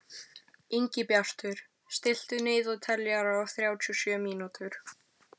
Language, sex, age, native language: Icelandic, female, 12, Icelandic